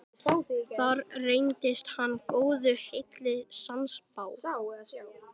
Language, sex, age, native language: Icelandic, male, 12, Icelandic